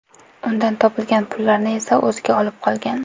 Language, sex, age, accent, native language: Uzbek, female, 18-24, Toshkent viloyati, Uzbek